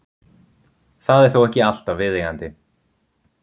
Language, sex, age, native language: Icelandic, male, 30-39, Icelandic